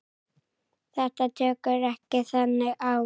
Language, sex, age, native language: Icelandic, male, 9, Icelandic